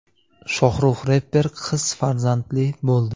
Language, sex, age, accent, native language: Uzbek, male, 18-24, Jizzax, Uzbek